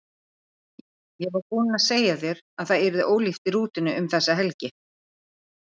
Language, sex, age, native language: Icelandic, female, 50-59, Icelandic